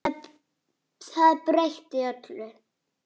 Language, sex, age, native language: Icelandic, male, 6, Icelandic